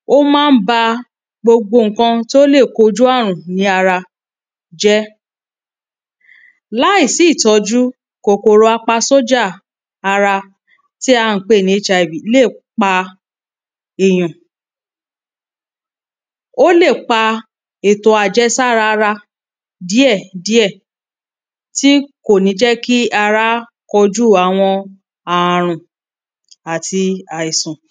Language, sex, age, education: Yoruba, female, 30-45, tertiary